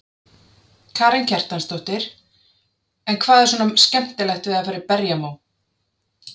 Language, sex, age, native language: Icelandic, female, 30-39, Icelandic